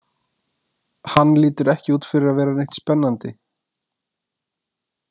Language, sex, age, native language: Icelandic, male, 20-29, Icelandic